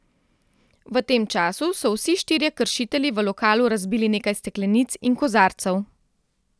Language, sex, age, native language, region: Slovenian, female, 30-49, Slovenian, Central Slovenia